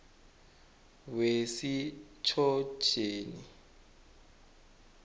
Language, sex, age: South Ndebele, male, 21